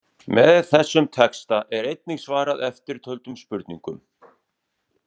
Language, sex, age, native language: Icelandic, male, 40-49, Icelandic